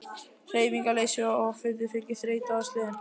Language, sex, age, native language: Icelandic, male, 11, Icelandic